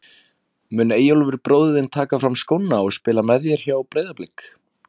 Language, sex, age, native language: Icelandic, male, 20-29, Icelandic